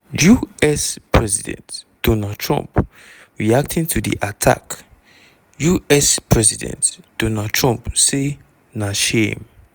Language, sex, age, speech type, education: Nigerian Pidgin, male, 15-29, spontaneous, tertiary